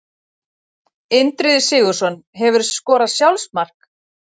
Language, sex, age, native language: Icelandic, female, 40-49, Icelandic